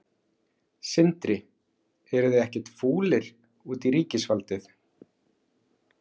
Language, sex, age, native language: Icelandic, male, 40-49, Icelandic